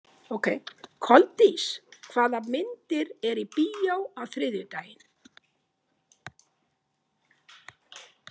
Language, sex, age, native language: Icelandic, female, 50-59, Icelandic